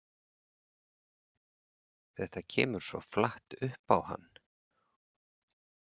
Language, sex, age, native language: Icelandic, male, 40-49, Icelandic